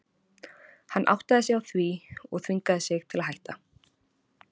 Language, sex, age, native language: Icelandic, female, 20-29, Icelandic